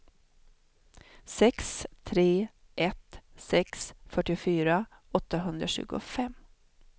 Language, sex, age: Swedish, female, 42